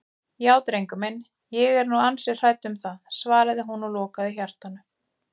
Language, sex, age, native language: Icelandic, female, 40-49, Icelandic